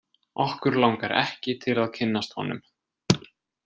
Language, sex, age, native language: Icelandic, male, 20-29, Icelandic